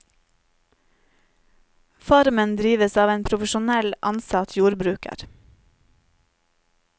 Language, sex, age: Norwegian, female, 30